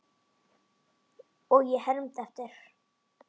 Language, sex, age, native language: Icelandic, male, 10, Icelandic